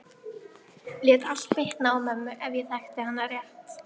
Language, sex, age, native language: Icelandic, female, 13, Icelandic